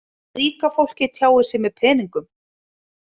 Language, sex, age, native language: Icelandic, female, 30-39, Icelandic